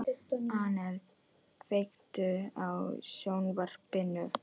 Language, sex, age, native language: Icelandic, female, 14, Icelandic